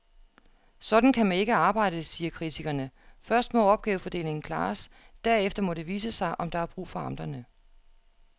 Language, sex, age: Danish, female, 36